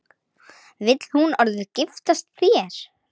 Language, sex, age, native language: Icelandic, female, 10, Icelandic